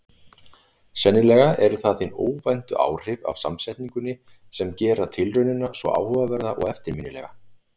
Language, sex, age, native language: Icelandic, male, 40-49, Icelandic